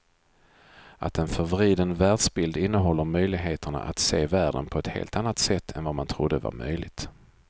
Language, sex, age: Swedish, male, 42